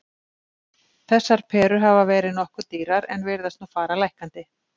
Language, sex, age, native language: Icelandic, female, 50-59, Icelandic